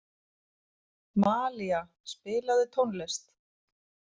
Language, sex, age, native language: Icelandic, female, 30-39, Icelandic